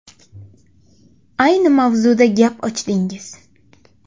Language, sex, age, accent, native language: Uzbek, female, 25-34, Qashqadaryo, Uzbek